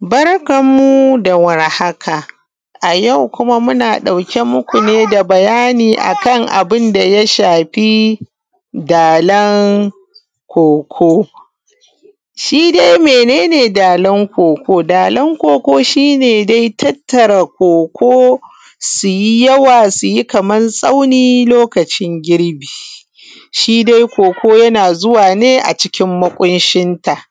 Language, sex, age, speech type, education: Hausa, female, 15-29, spontaneous, tertiary